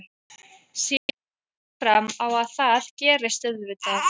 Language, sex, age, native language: Icelandic, female, 30-39, Icelandic